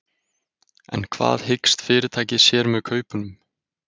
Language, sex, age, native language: Icelandic, male, 20-29, Icelandic